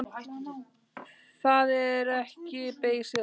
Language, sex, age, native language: Icelandic, male, 10, Icelandic